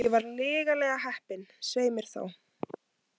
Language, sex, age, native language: Icelandic, female, 18-19, Icelandic